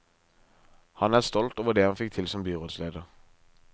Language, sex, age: Norwegian, male, 23